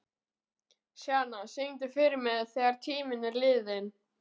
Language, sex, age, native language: Icelandic, male, 12, Icelandic